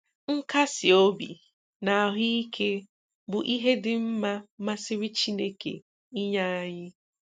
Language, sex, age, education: Igbo, female, 15-29, tertiary